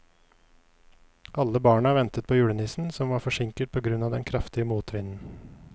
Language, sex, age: Norwegian, male, 29